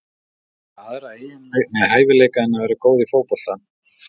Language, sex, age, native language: Icelandic, male, 40-49, Icelandic